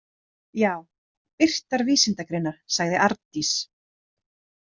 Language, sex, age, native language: Icelandic, female, 30-39, Icelandic